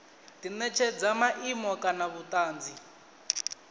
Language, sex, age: Venda, male, 19